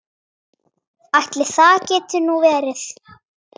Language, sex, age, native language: Icelandic, female, 9, Icelandic